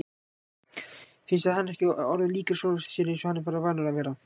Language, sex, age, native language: Icelandic, male, 18-19, Icelandic